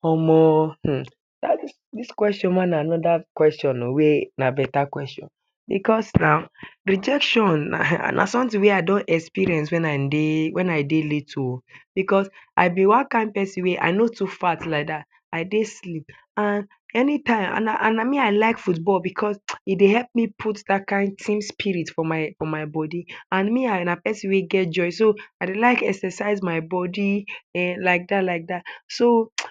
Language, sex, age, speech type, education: Nigerian Pidgin, male, 15-29, spontaneous, tertiary